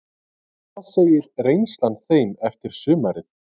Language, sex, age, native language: Icelandic, male, 30-39, Icelandic